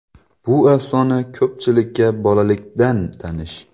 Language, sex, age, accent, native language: Uzbek, male, 19-29, Xorazm, Uzbek